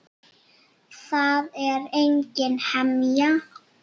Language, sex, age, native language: Icelandic, female, 7, Icelandic